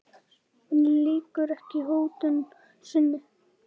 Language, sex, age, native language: Icelandic, male, 10, Icelandic